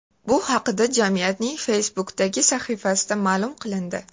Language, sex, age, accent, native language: Uzbek, female, 18-24, Toshkent shahri, Uzbek